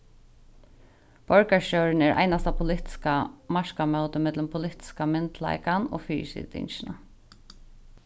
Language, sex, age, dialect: Faroese, female, 15-35, Sandoy